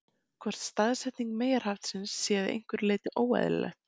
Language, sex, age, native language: Icelandic, female, 20-29, Icelandic